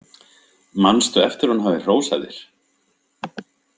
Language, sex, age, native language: Icelandic, male, 50-59, Icelandic